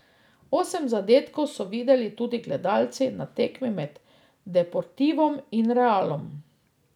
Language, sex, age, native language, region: Slovenian, female, 50-59, Slovenian, Drava region